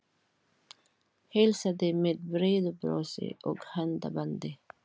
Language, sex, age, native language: Icelandic, female, 40-49, Filipino